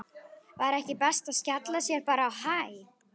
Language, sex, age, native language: Icelandic, female, 11, Icelandic